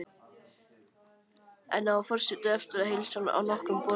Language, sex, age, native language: Icelandic, male, 13, Icelandic